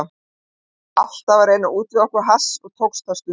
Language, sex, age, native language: Icelandic, female, 50-59, Icelandic